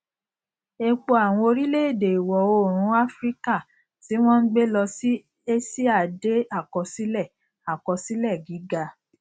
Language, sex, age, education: Yoruba, female, 46-60, tertiary